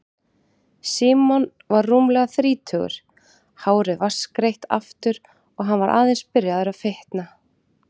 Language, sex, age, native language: Icelandic, female, 30-39, Icelandic